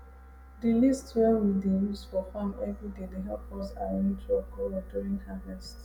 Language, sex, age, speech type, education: Nigerian Pidgin, female, 15-29, spontaneous, tertiary